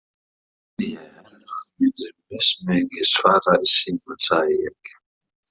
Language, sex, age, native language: Icelandic, male, 40-49, Icelandic